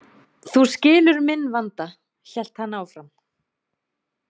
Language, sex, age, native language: Icelandic, female, 30-39, Icelandic